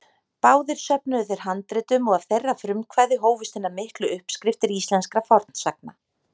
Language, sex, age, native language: Icelandic, female, 30-39, Icelandic